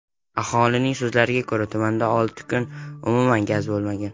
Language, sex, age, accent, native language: Uzbek, male, under 19, Qashqadaryo, Uzbek